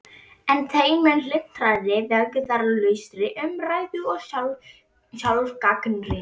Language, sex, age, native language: Icelandic, female, 11, Icelandic